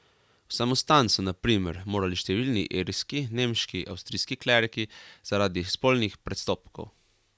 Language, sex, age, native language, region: Slovenian, male, 18-29, Slovenian, Carinthia region